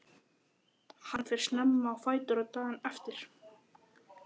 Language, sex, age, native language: Icelandic, male, 11, Icelandic